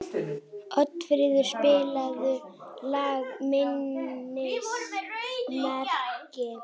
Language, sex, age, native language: Icelandic, female, 18-19, Icelandic